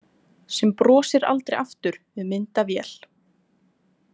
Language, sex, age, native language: Icelandic, female, 20-29, Icelandic